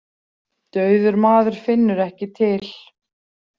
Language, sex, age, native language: Icelandic, female, 40-49, Icelandic